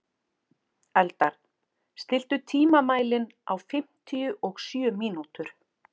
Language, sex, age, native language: Icelandic, female, 40-49, Icelandic